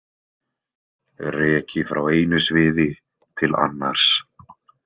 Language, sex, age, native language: Icelandic, male, 20-29, Icelandic